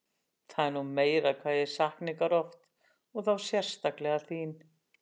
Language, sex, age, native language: Icelandic, female, 60-69, Icelandic